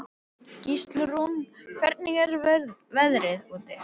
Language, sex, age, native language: Icelandic, male, 11, Icelandic